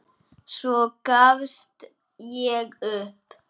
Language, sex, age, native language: Icelandic, male, 9, Icelandic